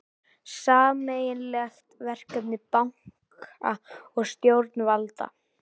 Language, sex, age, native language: Icelandic, male, 18-19, Icelandic